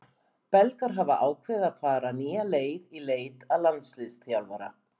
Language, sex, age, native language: Icelandic, female, 50-59, Icelandic